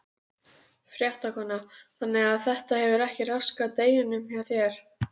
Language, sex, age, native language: Icelandic, female, 12, Icelandic